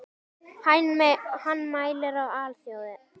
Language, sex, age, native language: Icelandic, female, 10, Icelandic